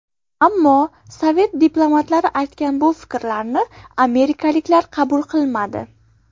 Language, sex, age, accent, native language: Uzbek, female, under 19, Farg'ona, Uzbek